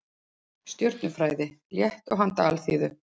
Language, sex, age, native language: Icelandic, female, 40-49, Icelandic